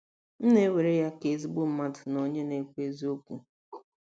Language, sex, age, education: Igbo, female, 30-45, tertiary